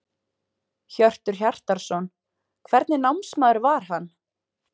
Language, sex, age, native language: Icelandic, female, 20-29, Icelandic